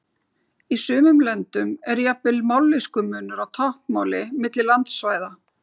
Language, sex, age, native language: Icelandic, female, 40-49, Icelandic